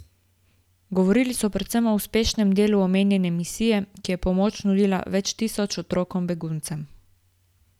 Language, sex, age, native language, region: Slovenian, female, 18-29, Slovenian, Gorica region